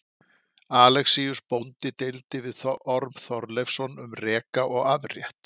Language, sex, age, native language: Icelandic, male, 50-59, Icelandic